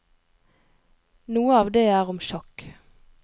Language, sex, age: Norwegian, female, 22